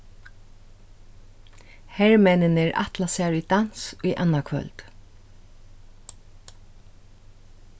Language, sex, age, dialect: Faroese, female, 36-60, Suðurstreymoy